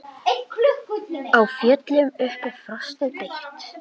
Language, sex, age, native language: Icelandic, male, 10, Icelandic